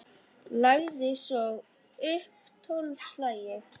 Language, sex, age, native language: Icelandic, female, 10, Icelandic